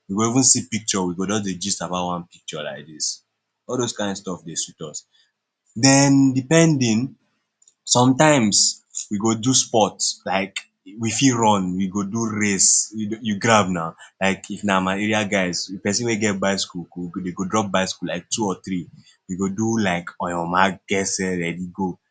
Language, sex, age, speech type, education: Nigerian Pidgin, male, 15-29, spontaneous, secondary